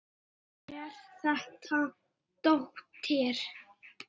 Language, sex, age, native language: Icelandic, male, 6, Icelandic